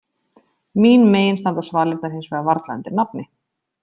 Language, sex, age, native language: Icelandic, female, 30-39, Icelandic